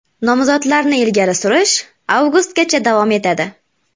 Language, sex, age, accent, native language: Uzbek, female, 18-24, Namangan, Uzbek